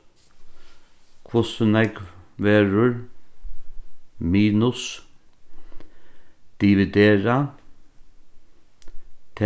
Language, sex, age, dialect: Faroese, male, 36-60, Norðurstreymoy/Eysturoy